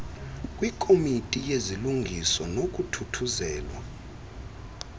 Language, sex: Xhosa, male